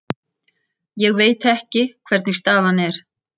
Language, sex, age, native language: Icelandic, female, 60-69, Icelandic